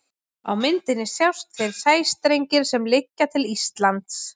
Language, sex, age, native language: Icelandic, female, 20-29, Icelandic